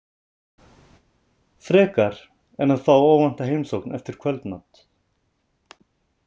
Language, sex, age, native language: Icelandic, male, 30-39, Icelandic